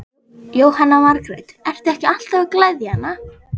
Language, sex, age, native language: Icelandic, female, 11, Icelandic